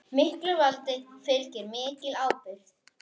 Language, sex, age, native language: Icelandic, male, 9, Icelandic